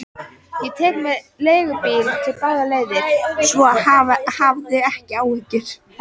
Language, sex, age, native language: Icelandic, female, 14, Icelandic